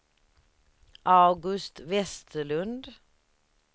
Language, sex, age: Swedish, female, 38